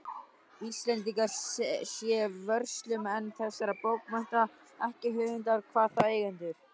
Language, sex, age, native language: Icelandic, male, 12, Icelandic